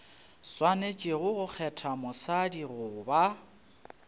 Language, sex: Northern Sotho, male